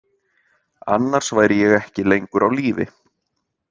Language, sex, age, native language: Icelandic, male, 30-39, Icelandic